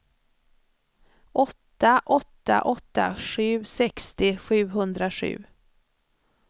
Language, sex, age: Swedish, female, 54